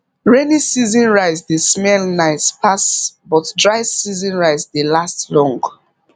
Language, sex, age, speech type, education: Nigerian Pidgin, female, 15-29, spontaneous, tertiary